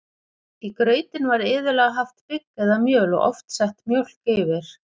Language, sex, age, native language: Icelandic, female, 40-49, Icelandic